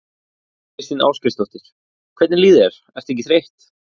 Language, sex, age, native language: Icelandic, male, 20-29, Icelandic